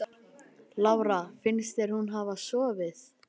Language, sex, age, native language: Icelandic, male, 12, Icelandic